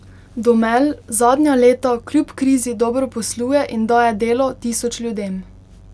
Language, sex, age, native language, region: Slovenian, female, 18-29, Slovenian, Pomurje region